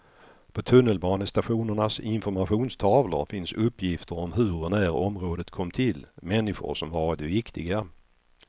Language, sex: Swedish, male